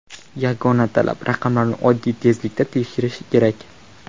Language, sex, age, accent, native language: Uzbek, male, 18-24, Toshkent viloyati, Uzbek